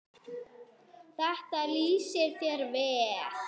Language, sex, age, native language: Icelandic, female, 6, Icelandic